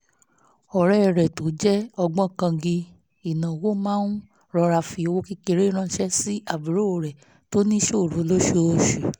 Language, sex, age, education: Yoruba, female, 15-29, tertiary